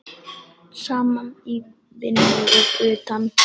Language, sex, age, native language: Icelandic, female, 9, Icelandic